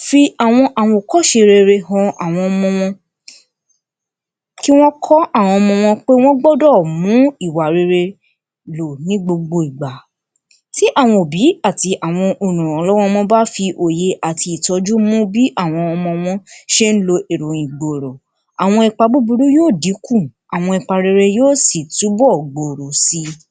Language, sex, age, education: Yoruba, female, 60+, tertiary